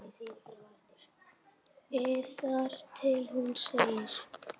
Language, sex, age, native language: Icelandic, male, 8, Icelandic